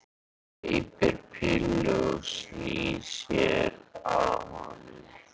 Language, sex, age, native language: Icelandic, male, 13, Icelandic